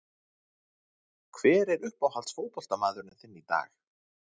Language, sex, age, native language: Icelandic, male, 30-39, Icelandic